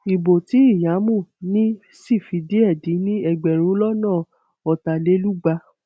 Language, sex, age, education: Yoruba, female, 15-29, tertiary